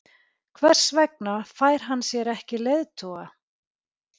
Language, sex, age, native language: Icelandic, female, 40-49, Icelandic